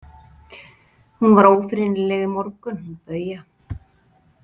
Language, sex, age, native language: Icelandic, female, 40-49, Icelandic